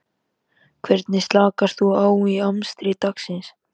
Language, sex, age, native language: Icelandic, male, 13, Icelandic